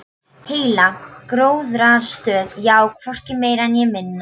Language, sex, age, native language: Icelandic, female, 12, Polish